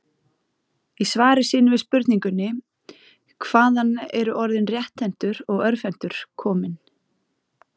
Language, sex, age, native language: Icelandic, female, 30-39, Icelandic